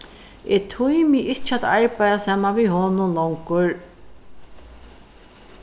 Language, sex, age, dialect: Faroese, female, 36-60, Suðurstreymoy